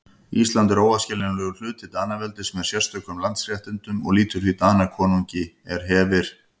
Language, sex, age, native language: Icelandic, male, 50-59, Icelandic